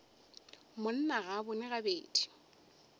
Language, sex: Northern Sotho, female